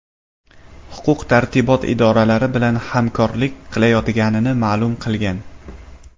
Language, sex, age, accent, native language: Uzbek, male, 19-29, Samarqand, Uzbek